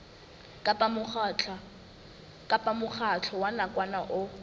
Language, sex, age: Southern Sotho, female, 19